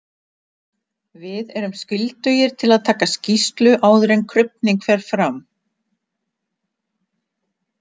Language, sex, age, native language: Icelandic, female, 60-69, Icelandic